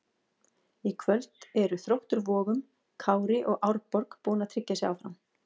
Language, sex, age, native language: Icelandic, female, 40-49, Icelandic